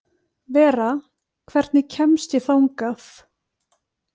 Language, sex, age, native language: Icelandic, female, 20-29, Icelandic